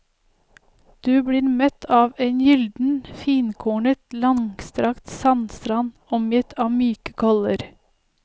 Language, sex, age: Norwegian, female, 30